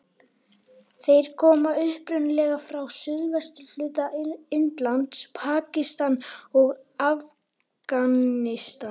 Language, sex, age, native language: Icelandic, female, 18-19, Icelandic